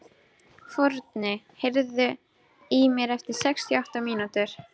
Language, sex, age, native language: Icelandic, female, 12, Icelandic